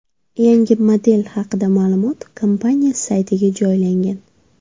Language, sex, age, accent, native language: Uzbek, female, 25-34, Surxondaryo, Uzbek